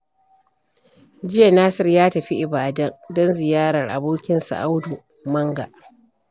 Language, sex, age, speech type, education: Hausa, female, 46-60, read, primary